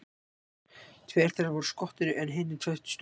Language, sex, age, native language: Icelandic, male, 18-19, Icelandic